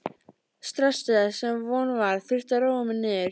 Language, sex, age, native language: Icelandic, female, 13, Icelandic